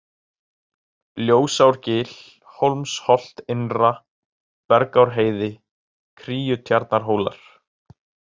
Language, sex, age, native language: Icelandic, male, 18-19, Icelandic